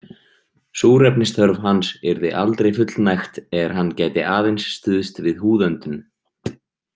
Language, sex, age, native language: Icelandic, male, 30-39, Icelandic